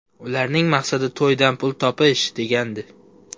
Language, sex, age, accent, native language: Uzbek, male, 18-24, Xorazm, Uzbek